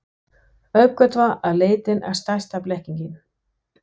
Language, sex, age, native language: Icelandic, female, 60-69, Danish